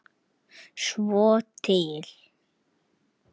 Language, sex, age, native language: Icelandic, male, 9, Icelandic